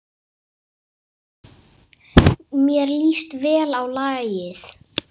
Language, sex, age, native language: Icelandic, male, 8, Icelandic